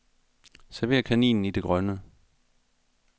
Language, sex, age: Danish, male, 42